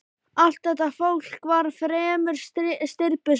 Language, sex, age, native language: Icelandic, male, 11, Icelandic